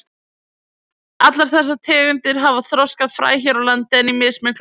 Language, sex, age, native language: Icelandic, female, 20-29, Icelandic